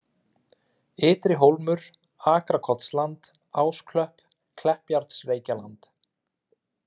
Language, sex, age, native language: Icelandic, male, 30-39, Icelandic